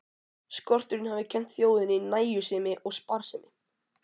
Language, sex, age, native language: Icelandic, male, 12, Icelandic